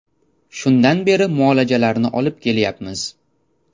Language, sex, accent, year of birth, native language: Uzbek, male, Toshkent shahri, 2002, Uzbek